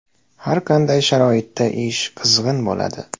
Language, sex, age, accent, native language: Uzbek, male, 18-24, Andijon, Uzbek